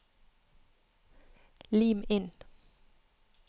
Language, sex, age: Norwegian, female, 31